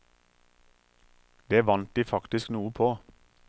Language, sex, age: Norwegian, male, 43